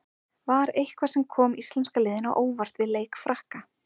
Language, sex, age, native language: Icelandic, female, 30-39, Icelandic